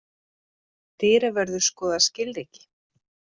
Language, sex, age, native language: Icelandic, female, 30-39, Icelandic